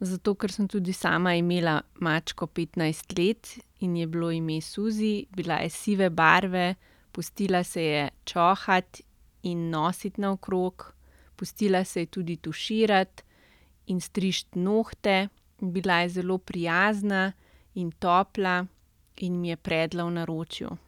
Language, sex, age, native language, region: Slovenian, female, 30-49, Slovenian, Central Slovenia